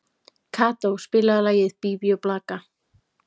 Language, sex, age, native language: Icelandic, female, 15, Icelandic